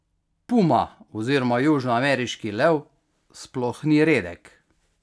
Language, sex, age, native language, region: Slovenian, male, 50-59, Slovenian, Carinthia region